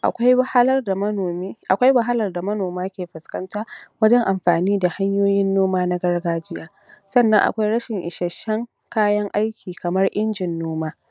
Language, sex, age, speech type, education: Hausa, female, 46-60, spontaneous, tertiary